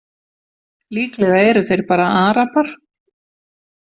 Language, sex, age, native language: Icelandic, female, 40-49, Icelandic